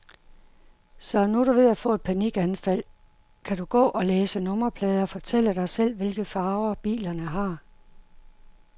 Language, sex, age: Danish, female, 51